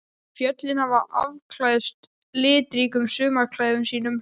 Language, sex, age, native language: Icelandic, male, 12, Icelandic